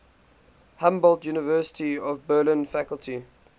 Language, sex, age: English, male, 18